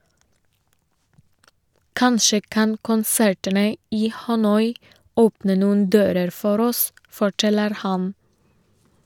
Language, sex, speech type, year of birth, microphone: Norwegian, female, read, 1988, Shure